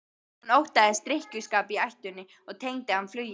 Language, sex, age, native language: Icelandic, female, 12, Icelandic